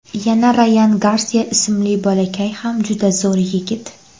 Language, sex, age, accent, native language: Uzbek, female, under 19, Andijon, Uzbek